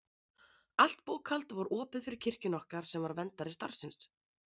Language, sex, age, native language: Icelandic, female, 30-39, Icelandic